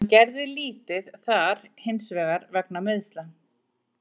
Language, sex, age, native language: Icelandic, female, 40-49, Icelandic